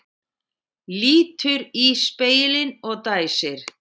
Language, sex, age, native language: Icelandic, female, 60-69, Icelandic